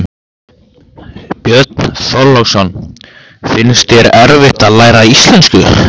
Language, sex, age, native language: Icelandic, male, 15, Icelandic